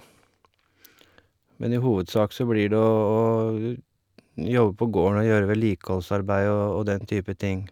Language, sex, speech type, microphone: Norwegian, male, spontaneous, Shure